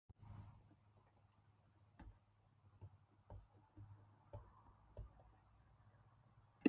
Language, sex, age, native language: Icelandic, female, 50-59, Icelandic